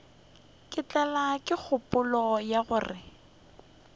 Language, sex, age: Northern Sotho, female, 21